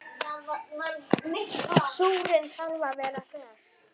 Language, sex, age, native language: Icelandic, female, 9, Icelandic